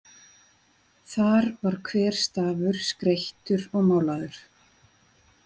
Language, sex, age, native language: Icelandic, female, 40-49, Icelandic